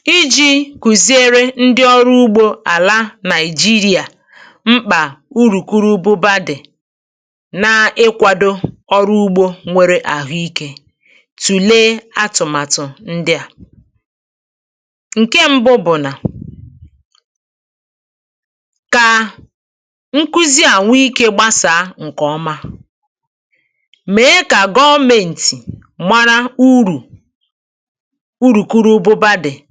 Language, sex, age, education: Igbo, female, 30-45, tertiary